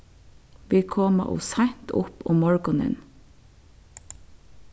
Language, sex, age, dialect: Faroese, female, 36-60, Suðurstreymoy